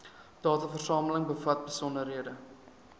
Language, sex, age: Afrikaans, male, 23